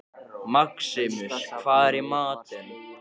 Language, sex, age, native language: Icelandic, male, 14, Icelandic